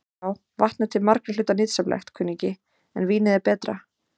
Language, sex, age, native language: Icelandic, female, 30-39, Icelandic